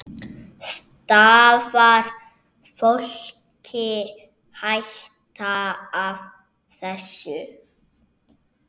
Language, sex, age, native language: Icelandic, male, 6, Icelandic